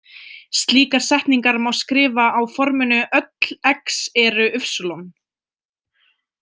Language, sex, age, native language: Icelandic, female, 20-29, Icelandic